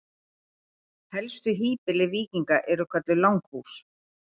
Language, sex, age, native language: Icelandic, female, 50-59, Icelandic